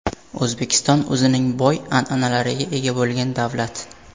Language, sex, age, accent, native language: Uzbek, male, 18-24, Samarqand, Uzbek